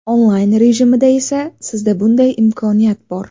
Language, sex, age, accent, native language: Uzbek, female, 19-29, Navoiy, Uzbek